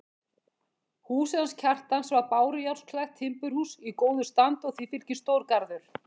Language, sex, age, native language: Icelandic, female, 50-59, Icelandic